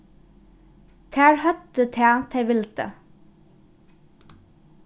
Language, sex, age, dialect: Faroese, female, 15-35, Norðuroyggjar